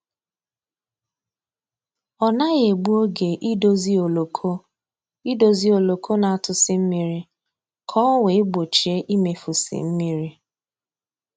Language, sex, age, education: Igbo, female, 15-29, tertiary